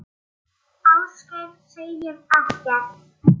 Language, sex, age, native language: Icelandic, male, 8, Icelandic